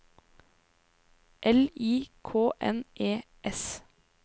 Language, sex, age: Norwegian, female, 23